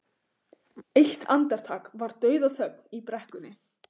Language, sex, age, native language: Icelandic, female, 15, Icelandic